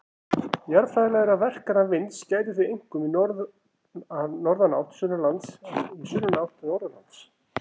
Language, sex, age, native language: Icelandic, female, 40-49, Icelandic